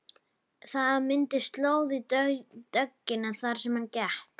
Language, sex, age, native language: Icelandic, female, 11, Icelandic